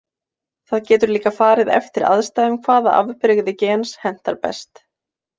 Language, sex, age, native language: Icelandic, female, 20-29, Icelandic